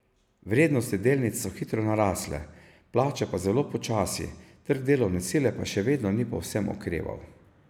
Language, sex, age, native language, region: Slovenian, male, 50-59, Slovenian, Savinja region